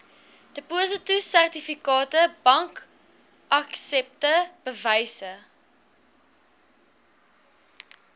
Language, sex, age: Afrikaans, female, 21